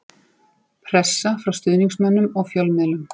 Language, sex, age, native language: Icelandic, female, 40-49, Icelandic